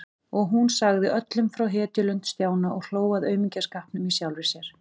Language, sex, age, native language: Icelandic, female, 40-49, Icelandic